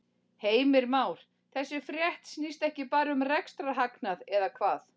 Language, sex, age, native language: Icelandic, female, 40-49, Icelandic